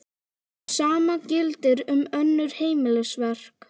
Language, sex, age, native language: Icelandic, female, 11, Icelandic